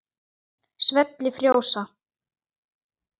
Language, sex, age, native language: Icelandic, male, 9, Icelandic